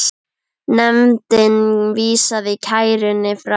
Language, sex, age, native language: Icelandic, female, 10, Icelandic